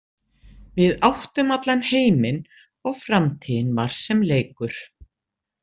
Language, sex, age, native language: Icelandic, female, 60-69, Icelandic